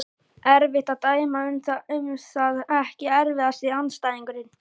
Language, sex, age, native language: Icelandic, male, 11, Icelandic